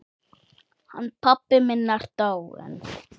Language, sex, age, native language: Icelandic, male, 8, Icelandic